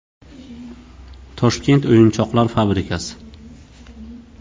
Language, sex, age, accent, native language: Uzbek, male, 35+, Samarqand, Uzbek